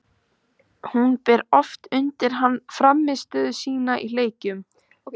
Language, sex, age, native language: Icelandic, female, 15, Icelandic